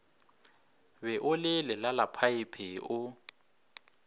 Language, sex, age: Northern Sotho, male, 26